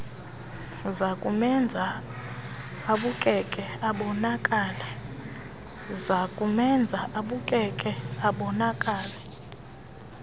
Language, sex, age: Xhosa, female, 22